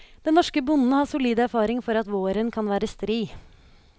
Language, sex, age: Norwegian, female, 29